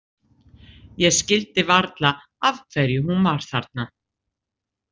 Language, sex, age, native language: Icelandic, female, 60-69, Icelandic